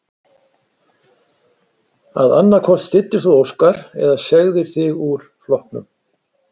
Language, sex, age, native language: Icelandic, male, 60-69, Icelandic